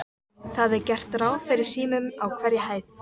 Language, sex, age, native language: Icelandic, female, 14, Icelandic